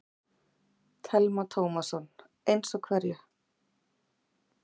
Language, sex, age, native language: Icelandic, female, 40-49, Icelandic